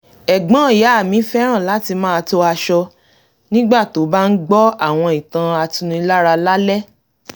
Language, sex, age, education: Yoruba, female, 30-45, tertiary